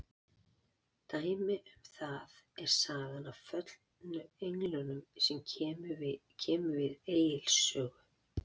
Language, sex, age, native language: Icelandic, female, 40-49, Icelandic